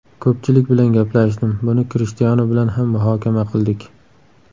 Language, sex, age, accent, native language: Uzbek, male, 18-24, Samarqand, Uzbek